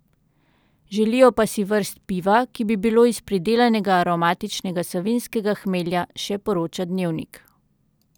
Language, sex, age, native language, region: Slovenian, female, 30-49, Slovenian, Central Slovenia